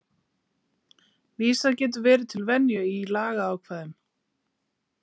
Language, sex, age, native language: Icelandic, female, 40-49, Icelandic